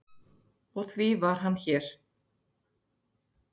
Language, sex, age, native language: Icelandic, female, 30-39, Icelandic